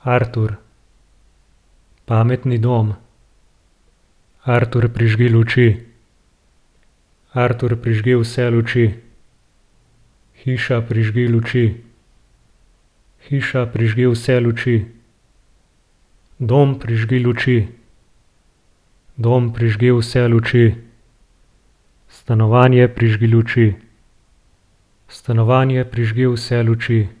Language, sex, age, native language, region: Slovenian, male, 30-49, Slovenian, Gorenjska region